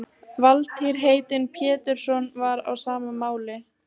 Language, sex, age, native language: Icelandic, female, 15, Icelandic